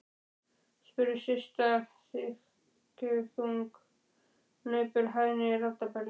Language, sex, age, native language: Icelandic, male, 12, Icelandic